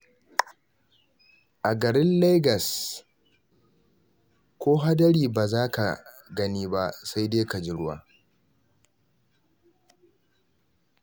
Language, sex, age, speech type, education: Hausa, male, 15-29, read, tertiary